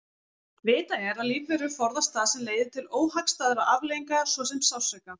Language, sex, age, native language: Icelandic, female, 40-49, Icelandic